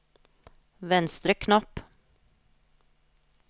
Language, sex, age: Norwegian, female, 43